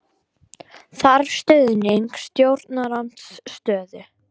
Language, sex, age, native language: Icelandic, female, 18-19, Icelandic